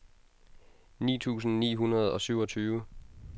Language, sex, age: Danish, male, 22